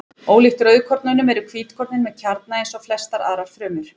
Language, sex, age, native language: Icelandic, female, 20-29, Icelandic